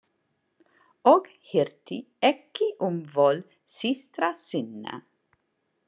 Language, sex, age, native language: Icelandic, female, 40-49, English